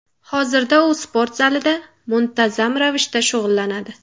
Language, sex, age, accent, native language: Uzbek, female, 18-24, Samarqand, Uzbek